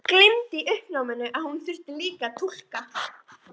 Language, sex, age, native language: Icelandic, female, 13, Icelandic